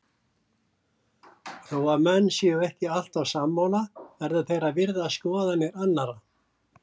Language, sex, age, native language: Icelandic, male, 70-79, Icelandic